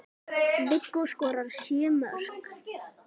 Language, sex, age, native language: Icelandic, female, 10, Icelandic